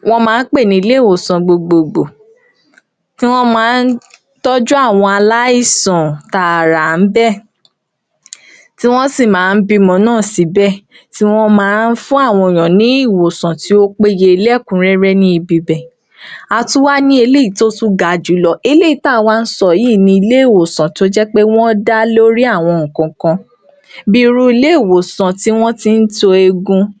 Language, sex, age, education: Yoruba, female, 46-60, tertiary